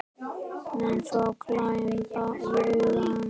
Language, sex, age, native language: Icelandic, male, 10, Icelandic